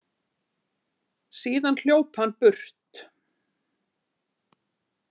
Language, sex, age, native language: Icelandic, female, 50-59, Icelandic